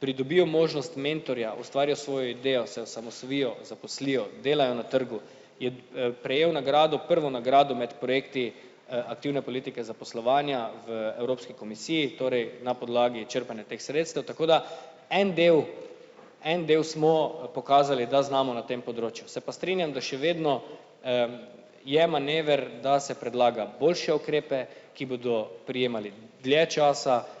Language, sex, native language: Slovenian, male, Slovenian